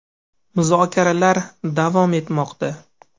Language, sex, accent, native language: Uzbek, male, Farg'ona, Uzbek